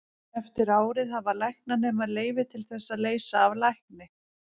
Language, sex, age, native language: Icelandic, female, 40-49, Icelandic